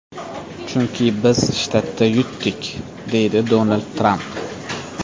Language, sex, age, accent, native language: Uzbek, male, 18-24, Toshkent shahri, Uzbek